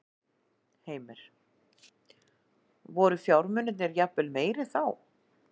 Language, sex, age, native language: Icelandic, female, 40-49, Icelandic